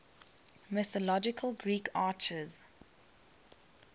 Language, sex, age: English, female, 21